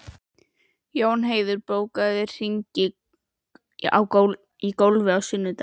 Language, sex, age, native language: Icelandic, female, 11, Icelandic